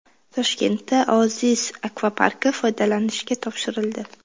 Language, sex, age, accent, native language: Uzbek, female, 19-29, Qashqadaryo, Uzbek